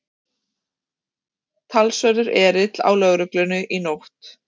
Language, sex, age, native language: Icelandic, female, 30-39, Icelandic